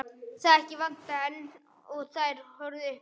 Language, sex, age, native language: Icelandic, other, 12, Icelandic